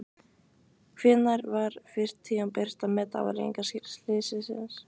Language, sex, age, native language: Icelandic, female, 15, Icelandic